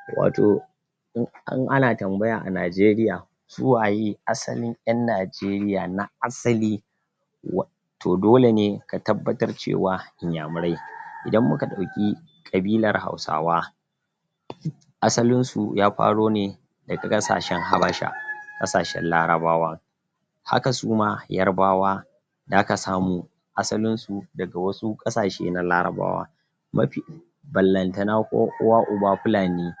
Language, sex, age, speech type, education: Hausa, female, 15-29, spontaneous, tertiary